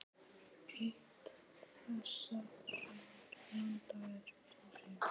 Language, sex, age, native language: Icelandic, female, 10, Icelandic